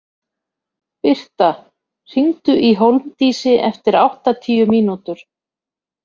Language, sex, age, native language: Icelandic, female, 50-59, Icelandic